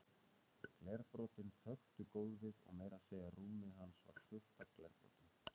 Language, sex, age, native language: Icelandic, male, 30-39, Icelandic